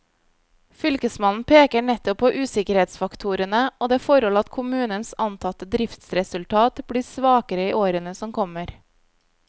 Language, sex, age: Norwegian, female, 25